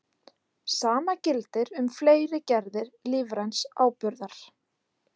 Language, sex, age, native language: Icelandic, female, 30-39, Icelandic